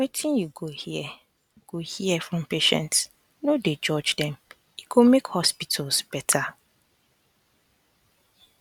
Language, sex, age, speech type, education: Nigerian Pidgin, female, 15-29, spontaneous, tertiary